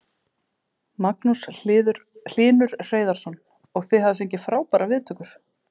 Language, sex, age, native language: Icelandic, female, 30-39, Icelandic